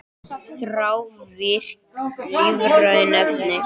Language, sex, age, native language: Icelandic, male, 18-19, Icelandic